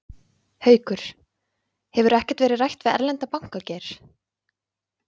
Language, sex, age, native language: Icelandic, female, 20-29, Icelandic